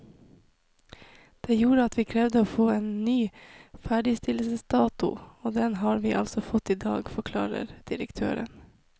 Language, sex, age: Norwegian, female, 26